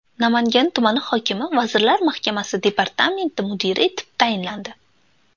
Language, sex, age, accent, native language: Uzbek, female, 18-24, Andijon, Uzbek